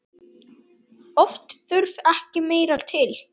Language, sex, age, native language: Icelandic, male, 9, Icelandic